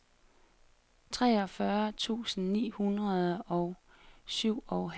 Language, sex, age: Danish, female, 33